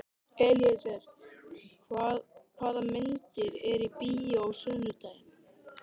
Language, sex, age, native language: Icelandic, male, 13, Icelandic